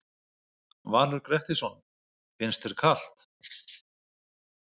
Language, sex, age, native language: Icelandic, male, 50-59, Icelandic